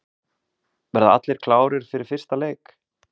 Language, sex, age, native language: Icelandic, male, 30-39, Icelandic